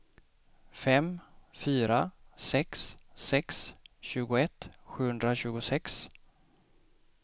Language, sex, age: Swedish, male, 28